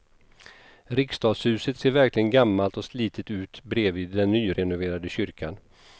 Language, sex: Swedish, male